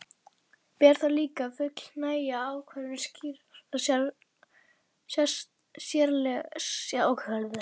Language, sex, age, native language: Icelandic, female, 40-49, Icelandic